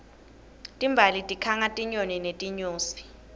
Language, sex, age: Swati, female, 21